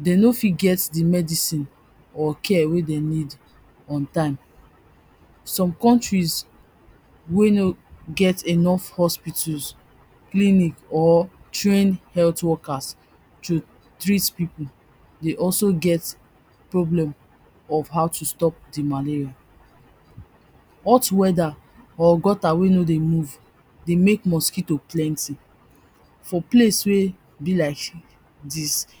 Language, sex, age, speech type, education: Nigerian Pidgin, female, 30-45, spontaneous, tertiary